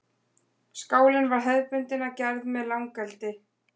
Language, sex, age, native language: Icelandic, female, 20-29, Icelandic